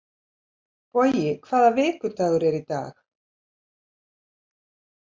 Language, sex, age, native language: Icelandic, female, 70-79, Icelandic